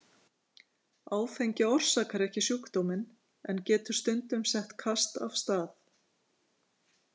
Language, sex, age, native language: Icelandic, female, 50-59, Icelandic